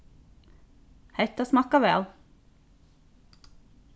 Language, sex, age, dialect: Faroese, female, 15-35, Norðurstreymoy/Eysturoy